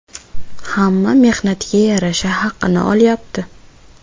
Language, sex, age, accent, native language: Uzbek, female, 18-24, Buxoro, Uzbek